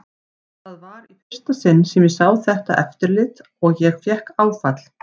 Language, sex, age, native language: Icelandic, female, 50-59, Icelandic